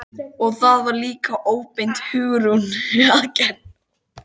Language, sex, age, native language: Icelandic, male, 13, Icelandic